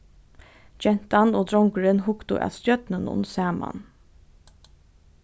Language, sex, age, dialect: Faroese, female, 15-35, Norðurstreymoy/Eysturoy